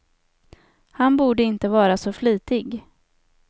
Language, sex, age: Swedish, female, 27